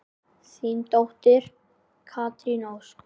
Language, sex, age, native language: Icelandic, male, 10, Icelandic